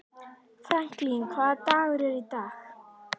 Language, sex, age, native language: Icelandic, female, 11, Icelandic